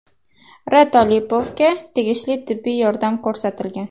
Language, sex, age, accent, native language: Uzbek, female, 19-29, Farg'ona, Uzbek